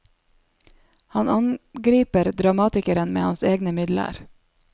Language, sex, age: Norwegian, female, 27